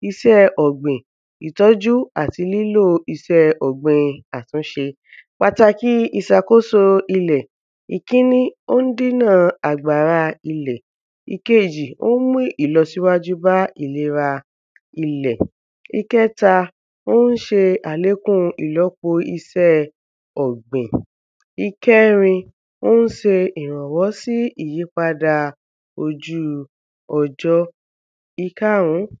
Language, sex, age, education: Yoruba, female, 15-29, tertiary